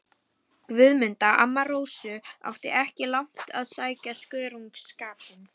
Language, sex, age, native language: Icelandic, female, 11, Icelandic